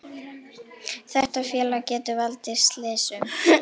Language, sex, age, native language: Icelandic, female, 18-19, Icelandic